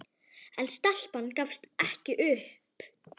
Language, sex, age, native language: Icelandic, female, 10, Icelandic